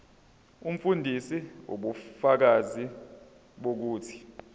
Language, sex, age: Zulu, male, 22